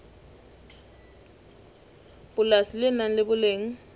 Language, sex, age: Southern Sotho, female, 20